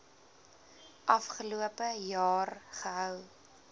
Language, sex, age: Afrikaans, female, 20